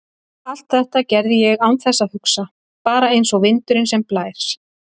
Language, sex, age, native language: Icelandic, female, 30-39, Icelandic